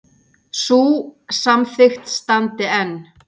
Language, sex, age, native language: Icelandic, female, 40-49, Icelandic